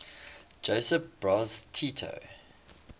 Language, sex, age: English, male, 21